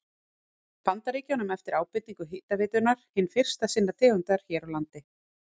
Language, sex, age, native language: Icelandic, female, 40-49, Icelandic